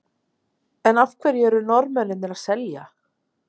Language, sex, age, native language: Icelandic, female, 50-59, Icelandic